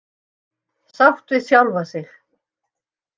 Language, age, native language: Icelandic, 60-69, Icelandic